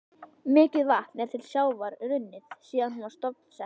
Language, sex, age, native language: Icelandic, female, 11, Icelandic